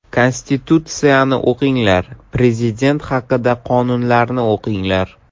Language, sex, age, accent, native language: Uzbek, male, 12-17, Samarqand, Uzbek